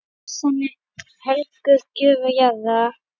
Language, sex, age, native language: Icelandic, female, 9, Icelandic